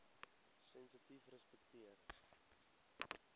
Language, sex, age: Afrikaans, male, 18